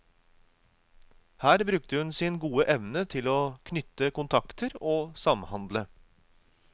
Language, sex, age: Norwegian, male, 36